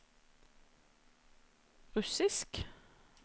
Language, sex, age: Norwegian, female, 26